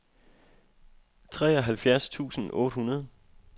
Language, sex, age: Danish, male, 25